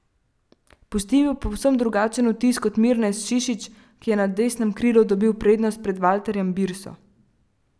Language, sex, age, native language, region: Slovenian, female, 12-17, Slovenian, Central Slovenia